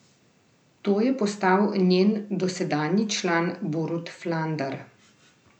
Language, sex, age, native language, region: Slovenian, female, 30-49, Slovenian, Central Slovenia